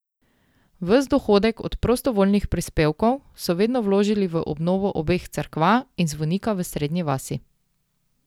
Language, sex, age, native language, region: Slovenian, female, 18-29, Slovenian, Drava region